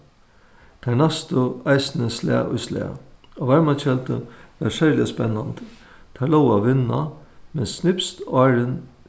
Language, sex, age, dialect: Faroese, male, 61+, Suðuroy